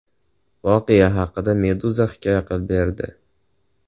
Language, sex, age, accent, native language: Uzbek, male, 18-24, Andijon, Uzbek